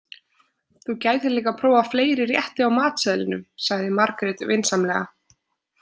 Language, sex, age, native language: Icelandic, female, 20-29, Icelandic